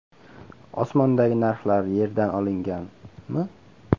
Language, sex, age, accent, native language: Uzbek, male, 18-24, Namangan, Uzbek